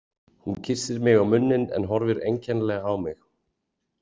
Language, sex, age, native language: Icelandic, male, 40-49, Icelandic